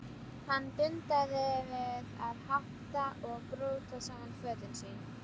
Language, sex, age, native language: Icelandic, female, 12, Icelandic